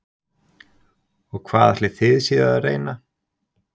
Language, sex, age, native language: Icelandic, male, 60-69, Icelandic